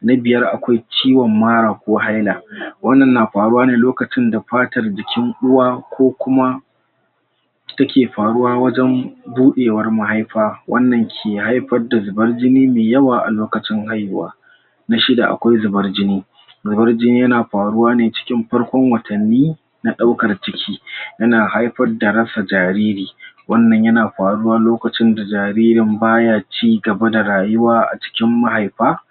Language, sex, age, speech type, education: Hausa, male, 46-60, spontaneous, tertiary